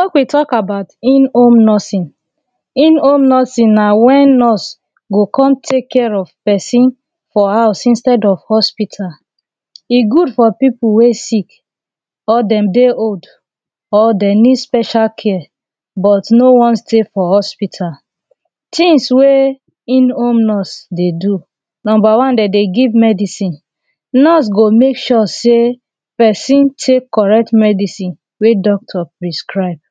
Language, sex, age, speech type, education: Nigerian Pidgin, female, 30-45, spontaneous, tertiary